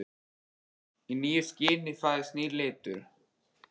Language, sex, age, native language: Icelandic, male, 13, Icelandic